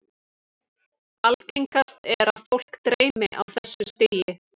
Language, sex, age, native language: Icelandic, female, 30-39, Icelandic